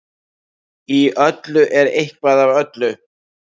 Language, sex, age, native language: Icelandic, male, 60-69, Icelandic